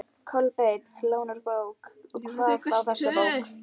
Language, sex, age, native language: Icelandic, female, 12, Icelandic